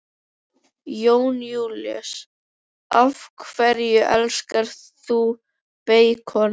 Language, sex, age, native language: Icelandic, other, 11, Icelandic